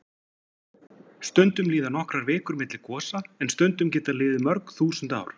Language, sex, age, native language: Icelandic, male, 40-49, Icelandic